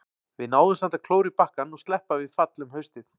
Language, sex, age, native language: Icelandic, male, 40-49, Icelandic